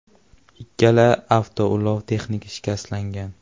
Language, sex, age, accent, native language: Uzbek, male, 18-24, Farg'ona, Uzbek